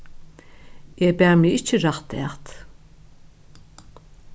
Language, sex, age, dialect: Faroese, female, 61+, Norðuroyggjar